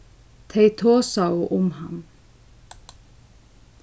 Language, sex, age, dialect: Faroese, female, 15-35, Suðurstreymoy